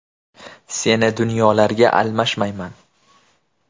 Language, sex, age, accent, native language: Uzbek, male, 25-34, Andijon, Uzbek